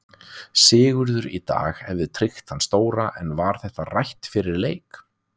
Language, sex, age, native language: Icelandic, male, 20-29, Icelandic